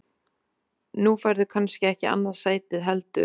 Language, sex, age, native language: Icelandic, female, 30-39, Icelandic